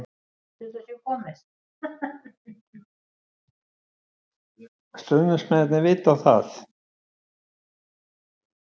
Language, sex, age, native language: Icelandic, female, 30-39, Icelandic